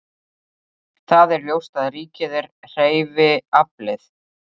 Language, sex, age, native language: Icelandic, female, 30-39, Icelandic